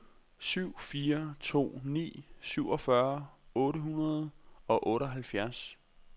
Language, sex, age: Danish, male, 26